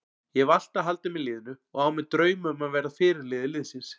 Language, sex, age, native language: Icelandic, male, 40-49, Icelandic